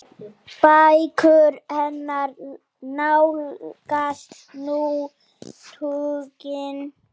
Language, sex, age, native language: Icelandic, male, 9, Icelandic